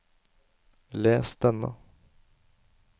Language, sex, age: Norwegian, male, 24